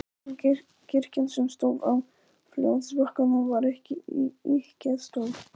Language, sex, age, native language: Icelandic, male, 11, Polish